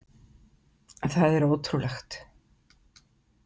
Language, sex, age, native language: Icelandic, female, 50-59, Icelandic